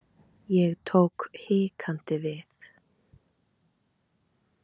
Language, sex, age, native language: Icelandic, female, 30-39, Icelandic